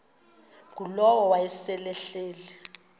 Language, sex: Xhosa, female